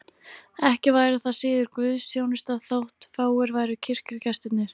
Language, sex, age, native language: Icelandic, female, 13, Icelandic